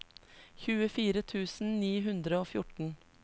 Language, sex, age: Norwegian, female, 33